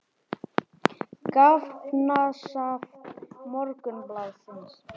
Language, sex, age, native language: Icelandic, male, 18-19, Icelandic